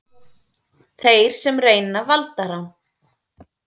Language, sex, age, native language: Icelandic, female, 30-39, Icelandic